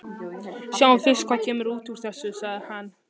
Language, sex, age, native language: Icelandic, male, 11, Icelandic